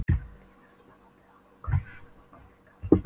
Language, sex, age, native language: Icelandic, female, 12, Polish